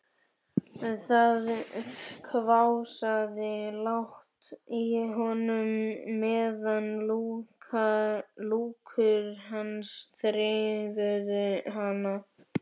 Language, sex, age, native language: Icelandic, male, 11, Icelandic